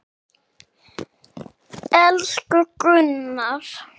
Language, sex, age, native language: Icelandic, male, 6, Icelandic